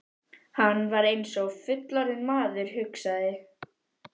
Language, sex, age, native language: Icelandic, female, 11, Icelandic